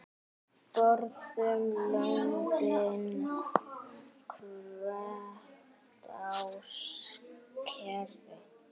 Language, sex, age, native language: Icelandic, male, 8, Icelandic